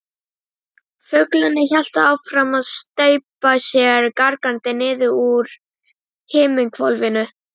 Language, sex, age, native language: Icelandic, female, 12, Icelandic